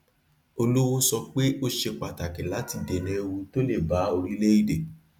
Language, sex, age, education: Yoruba, male, 30-45, tertiary